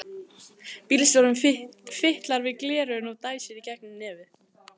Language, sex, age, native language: Icelandic, other, 14, Icelandic